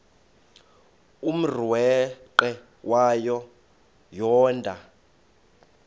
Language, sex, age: Xhosa, male, 33